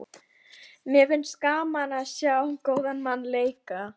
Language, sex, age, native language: Icelandic, female, 12, Icelandic